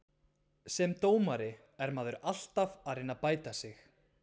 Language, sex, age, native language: Icelandic, male, 20-29, Icelandic